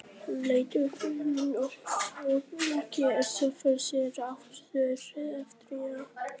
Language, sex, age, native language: Icelandic, female, 50-59, Icelandic